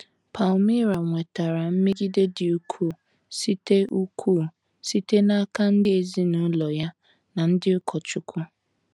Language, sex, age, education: Igbo, female, 15-29, tertiary